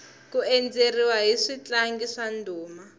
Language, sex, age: Tsonga, female, 20